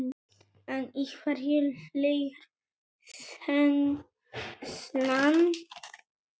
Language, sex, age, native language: Icelandic, male, 18-19, Icelandic